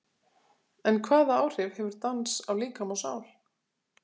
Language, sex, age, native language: Icelandic, female, 40-49, Icelandic